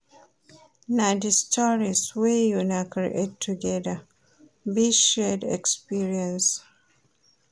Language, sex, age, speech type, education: Nigerian Pidgin, female, 30-45, read, primary